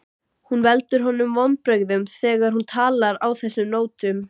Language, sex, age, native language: Icelandic, female, 13, Icelandic